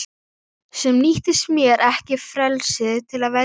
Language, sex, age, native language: Icelandic, female, 11, Icelandic